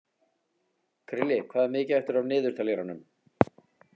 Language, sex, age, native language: Icelandic, male, 40-49, Icelandic